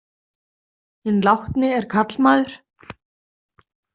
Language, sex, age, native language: Icelandic, female, 30-39, Icelandic